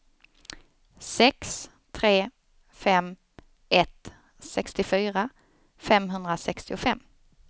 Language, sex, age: Swedish, female, 29